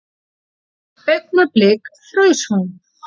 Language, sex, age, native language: Icelandic, female, 40-49, Icelandic